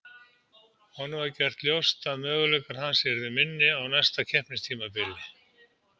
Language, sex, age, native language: Icelandic, male, 70-79, Icelandic